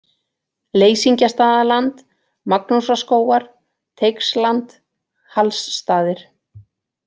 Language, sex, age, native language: Icelandic, female, 40-49, Icelandic